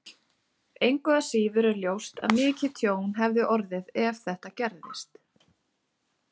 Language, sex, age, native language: Icelandic, female, 30-39, Icelandic